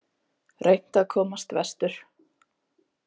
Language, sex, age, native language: Icelandic, female, 20-29, Icelandic